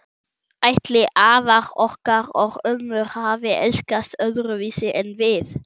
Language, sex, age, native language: Icelandic, male, 11, German